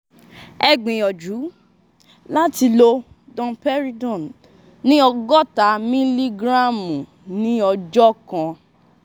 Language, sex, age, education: Yoruba, female, 15-29, secondary